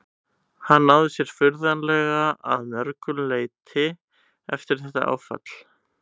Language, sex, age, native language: Icelandic, male, 18-19, Icelandic